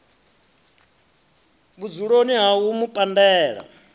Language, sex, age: Venda, male, 33